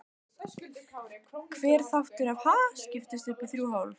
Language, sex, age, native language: Icelandic, female, 15, Icelandic